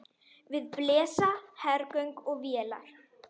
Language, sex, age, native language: Icelandic, female, 10, Icelandic